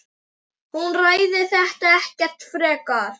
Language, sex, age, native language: Icelandic, male, 9, Icelandic